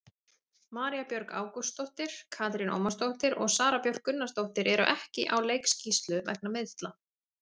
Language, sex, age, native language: Icelandic, female, 30-39, Icelandic